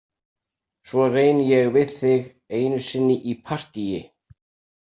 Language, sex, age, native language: Icelandic, male, 60-69, Icelandic